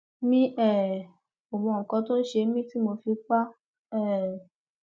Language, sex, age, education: Yoruba, female, 15-29, tertiary